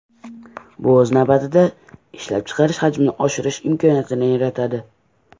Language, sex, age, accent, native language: Uzbek, male, under 19, Andijon, Uzbek